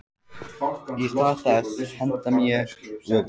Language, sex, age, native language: Icelandic, male, 14, Icelandic